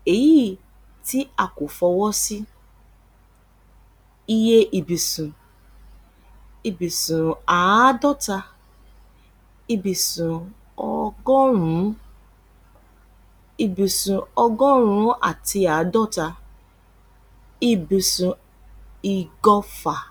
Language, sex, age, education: Yoruba, female, 30-45, tertiary